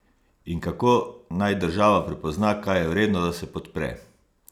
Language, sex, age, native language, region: Slovenian, male, 50-59, Slovenian, Savinja region